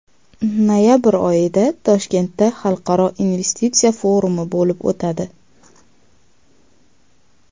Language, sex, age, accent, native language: Uzbek, female, 19-29, Qashqadaryo, Uzbek